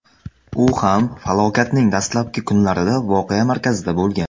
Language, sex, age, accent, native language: Uzbek, male, under 19, Samarqand, Uzbek